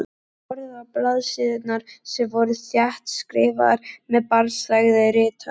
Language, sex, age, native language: Icelandic, female, 11, Icelandic